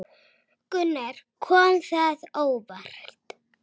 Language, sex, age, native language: Icelandic, female, 6, Icelandic